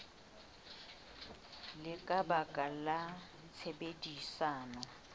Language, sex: Southern Sotho, female